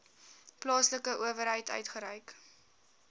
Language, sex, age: Afrikaans, female, 19